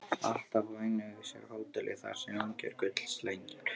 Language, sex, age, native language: Icelandic, male, 13, Icelandic